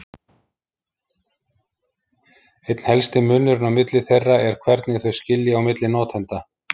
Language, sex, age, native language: Icelandic, male, 50-59, Icelandic